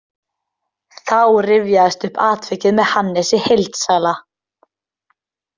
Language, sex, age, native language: Icelandic, female, 20-29, Icelandic